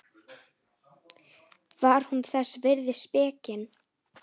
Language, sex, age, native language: Icelandic, female, 10, Icelandic